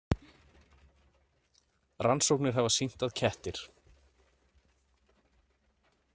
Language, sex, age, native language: Icelandic, male, 30-39, Icelandic